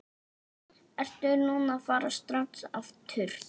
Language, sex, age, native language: Icelandic, male, 6, Icelandic